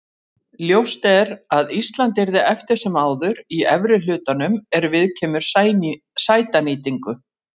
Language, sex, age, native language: Icelandic, female, 40-49, Icelandic